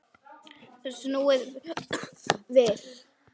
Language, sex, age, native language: Icelandic, male, 9, Icelandic